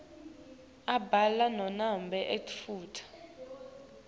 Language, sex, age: Swati, female, 19